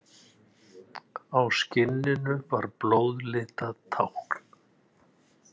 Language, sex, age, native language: Icelandic, male, 60-69, Icelandic